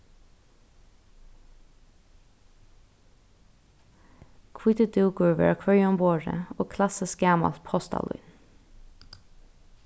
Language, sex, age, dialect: Faroese, female, 15-35, Norðurstreymoy/Eysturoy